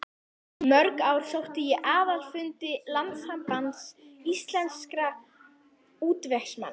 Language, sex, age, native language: Icelandic, female, 11, Icelandic